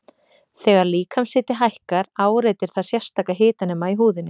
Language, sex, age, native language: Icelandic, female, 30-39, Icelandic